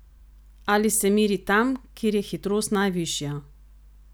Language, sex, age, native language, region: Slovenian, female, 30-49, Slovenian, Gorenjska region